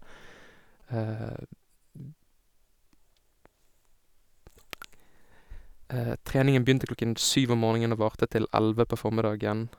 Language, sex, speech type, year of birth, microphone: Norwegian, male, spontaneous, 1987, Sennheiser